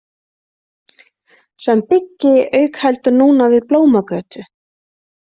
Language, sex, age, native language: Icelandic, female, 30-39, Icelandic